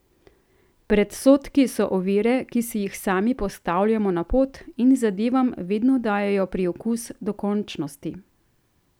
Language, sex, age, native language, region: Slovenian, female, 30-49, Slovenian, Central Slovenia